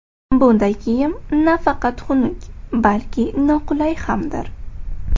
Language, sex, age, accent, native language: Uzbek, female, 18-24, Toshkent shahri, Uzbek